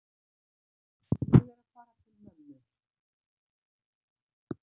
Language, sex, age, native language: Icelandic, female, 60-69, Icelandic